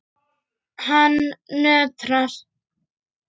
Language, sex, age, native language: Icelandic, male, 8, Icelandic